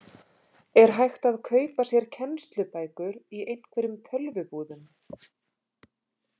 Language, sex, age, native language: Icelandic, female, 30-39, Icelandic